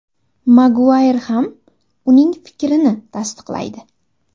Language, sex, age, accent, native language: Uzbek, female, under 19, Andijon, Uzbek